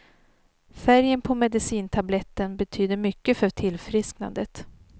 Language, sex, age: Swedish, female, 39